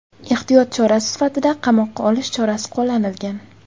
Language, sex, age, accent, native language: Uzbek, female, 18-24, Jizzax, Uzbek